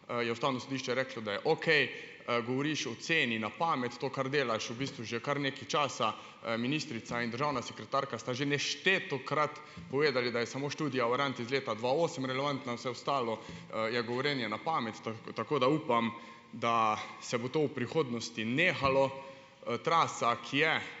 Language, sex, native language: Slovenian, male, Slovenian